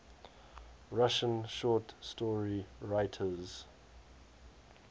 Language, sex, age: English, male, 21